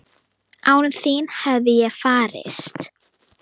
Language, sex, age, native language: Icelandic, female, 9, Icelandic